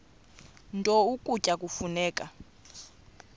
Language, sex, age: Xhosa, female, 28